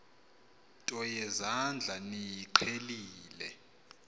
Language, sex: Xhosa, male